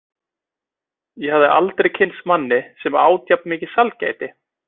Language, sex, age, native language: Icelandic, male, 20-29, Icelandic